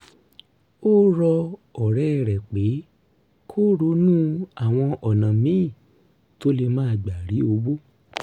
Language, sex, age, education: Yoruba, male, 30-45, tertiary